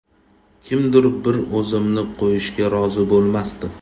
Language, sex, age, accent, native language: Uzbek, male, 25-34, Toshkent shahri, Uzbek